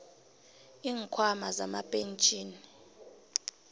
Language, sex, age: South Ndebele, female, 26